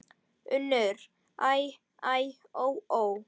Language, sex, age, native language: Icelandic, female, 10, Icelandic